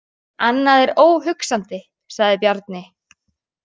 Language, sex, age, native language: Icelandic, female, 18-19, Icelandic